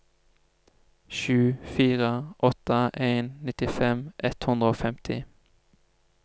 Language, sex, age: Norwegian, male, 25